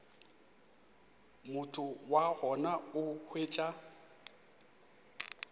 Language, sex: Northern Sotho, male